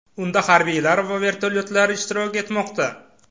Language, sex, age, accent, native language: Uzbek, male, 18-24, Samarqand, Uzbek